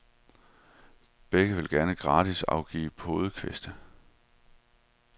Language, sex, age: Danish, male, 31